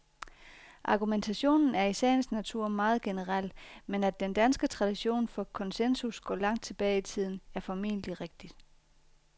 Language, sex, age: Danish, female, 40